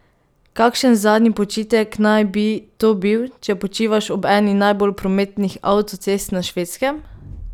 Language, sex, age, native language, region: Slovenian, female, 18-29, Slovenian, Pomurje region